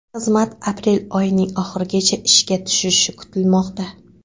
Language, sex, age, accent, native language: Uzbek, female, 18-24, Qoraqalpog'iston, Karakalpak